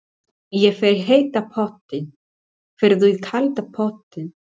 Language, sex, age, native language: Icelandic, female, 40-49, Spanish